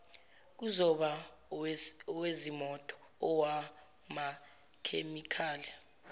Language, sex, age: Zulu, female, 17